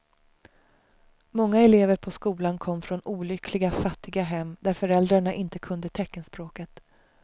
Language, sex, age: Swedish, female, 35